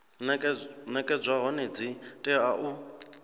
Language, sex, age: Venda, male, 26